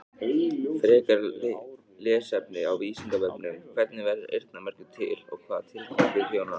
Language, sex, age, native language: Icelandic, male, 18-19, Icelandic